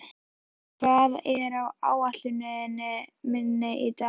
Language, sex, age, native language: Icelandic, female, 11, Icelandic